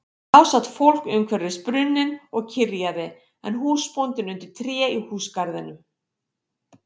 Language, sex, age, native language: Icelandic, female, 50-59, Icelandic